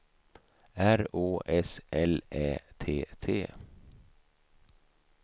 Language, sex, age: Swedish, male, 55